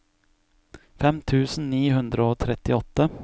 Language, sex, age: Norwegian, male, 41